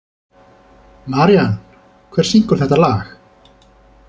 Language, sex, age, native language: Icelandic, male, 30-39, Icelandic